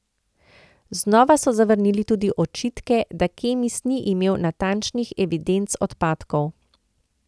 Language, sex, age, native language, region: Slovenian, female, 50-59, Slovenian, Central Slovenia